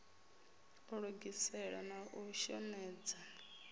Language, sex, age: Venda, female, 33